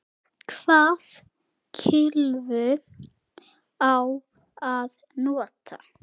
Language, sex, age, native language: Icelandic, female, 8, Icelandic